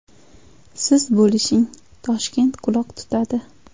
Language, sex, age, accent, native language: Uzbek, female, 18-24, Andijon, Uzbek